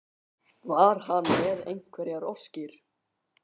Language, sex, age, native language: Icelandic, male, 18-19, Icelandic